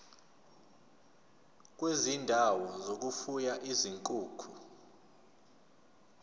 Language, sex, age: Zulu, male, 29